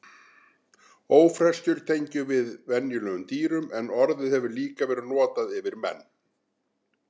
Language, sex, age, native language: Icelandic, male, 60-69, Icelandic